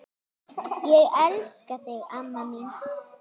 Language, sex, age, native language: Icelandic, female, 9, Icelandic